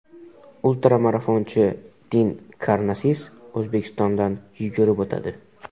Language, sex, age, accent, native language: Uzbek, male, 12-17, Qoraqalpog'iston, Uzbek